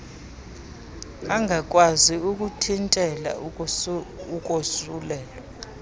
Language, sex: Xhosa, female